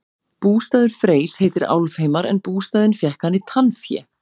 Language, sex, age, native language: Icelandic, female, 40-49, Icelandic